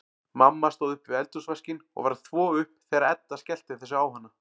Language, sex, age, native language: Icelandic, male, 40-49, Icelandic